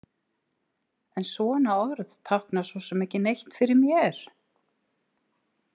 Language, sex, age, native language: Icelandic, female, 60-69, Icelandic